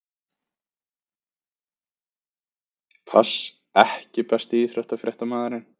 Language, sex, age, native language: Icelandic, male, 20-29, Icelandic